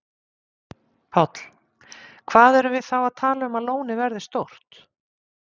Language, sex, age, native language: Icelandic, female, 50-59, Icelandic